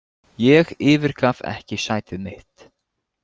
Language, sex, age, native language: Icelandic, male, 20-29, Icelandic